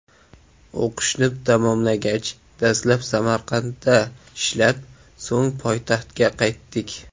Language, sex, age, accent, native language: Uzbek, male, 19-29, Samarqand, Uzbek